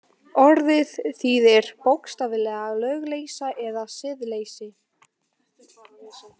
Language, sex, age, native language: Icelandic, female, 18-19, Polish